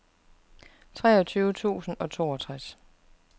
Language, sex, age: Danish, female, 41